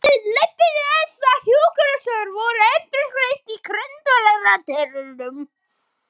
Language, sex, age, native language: Icelandic, male, 11, Icelandic